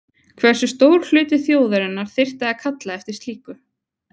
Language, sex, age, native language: Icelandic, female, 20-29, Icelandic